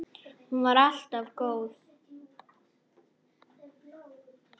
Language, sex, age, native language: Icelandic, female, 10, Icelandic